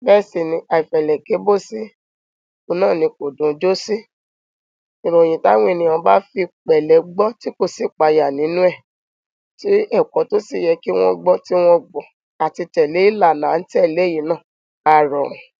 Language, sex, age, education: Yoruba, female, 30-45, tertiary